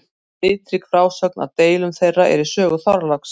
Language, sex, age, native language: Icelandic, female, 50-59, Icelandic